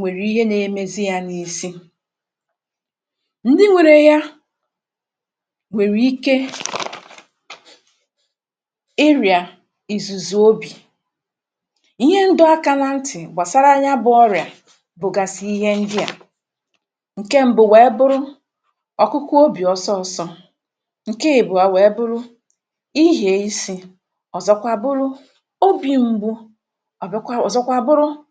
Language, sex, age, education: Igbo, female, 46-60, tertiary